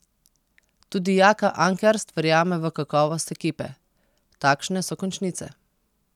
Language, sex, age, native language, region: Slovenian, female, 30-49, Slovenian, Posavska region